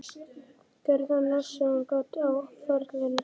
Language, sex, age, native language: Icelandic, male, 11, Icelandic